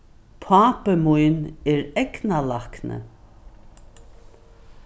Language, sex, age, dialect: Faroese, female, 61+, Norðuroyggjar